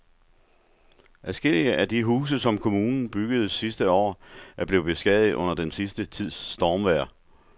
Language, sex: Danish, male